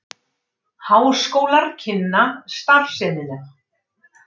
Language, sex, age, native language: Icelandic, female, 60-69, Icelandic